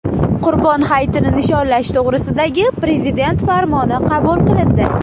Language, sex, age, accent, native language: Uzbek, female, 18-24, Surxondaryo, Uzbek